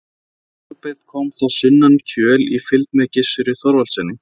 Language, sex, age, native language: Icelandic, male, 20-29, Icelandic